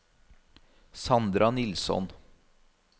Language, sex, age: Norwegian, male, 32